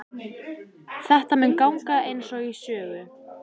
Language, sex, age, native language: Icelandic, female, 14, Icelandic